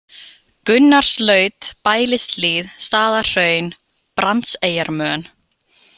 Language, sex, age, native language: Icelandic, female, 20-29, Icelandic